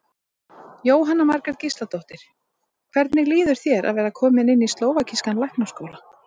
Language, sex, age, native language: Icelandic, female, 30-39, Icelandic